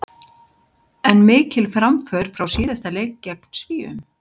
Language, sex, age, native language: Icelandic, male, 60-69, Icelandic